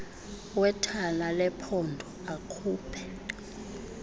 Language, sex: Xhosa, female